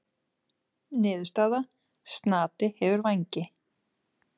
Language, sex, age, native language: Icelandic, female, 30-39, Icelandic